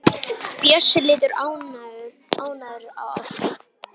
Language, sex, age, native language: Icelandic, male, 10, Icelandic